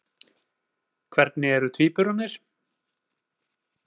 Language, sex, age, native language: Icelandic, male, 40-49, Icelandic